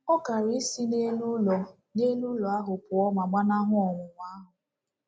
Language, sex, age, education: Igbo, female, 15-29, tertiary